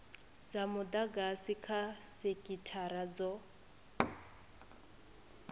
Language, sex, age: Venda, female, 25